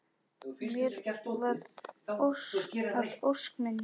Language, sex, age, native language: Icelandic, female, 10, Icelandic